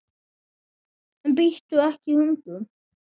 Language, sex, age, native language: Icelandic, female, 7, Icelandic